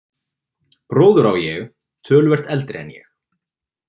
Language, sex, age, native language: Icelandic, male, 20-29, Icelandic